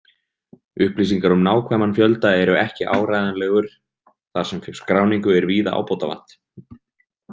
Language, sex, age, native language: Icelandic, male, 30-39, Icelandic